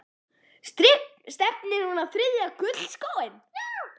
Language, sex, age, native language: Icelandic, female, 11, Icelandic